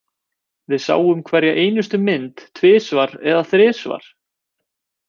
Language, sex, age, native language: Icelandic, male, 20-29, Icelandic